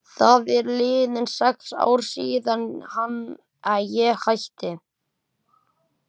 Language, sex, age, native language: Icelandic, male, 11, Icelandic